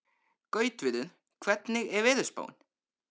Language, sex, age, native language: Icelandic, male, 13, Icelandic